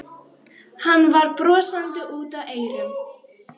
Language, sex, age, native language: Icelandic, female, 12, Icelandic